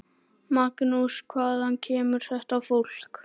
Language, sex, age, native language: Icelandic, male, 10, Icelandic